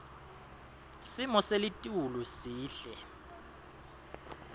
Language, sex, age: Swati, male, 22